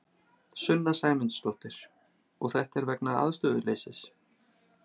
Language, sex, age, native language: Icelandic, male, 30-39, Icelandic